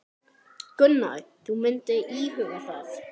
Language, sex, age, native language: Icelandic, male, 9, Icelandic